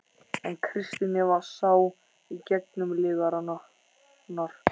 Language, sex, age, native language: Icelandic, male, 14, Icelandic